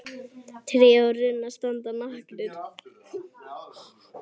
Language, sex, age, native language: Icelandic, female, 8, Icelandic